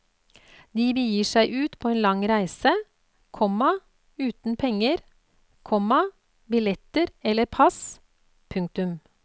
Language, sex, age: Norwegian, female, 48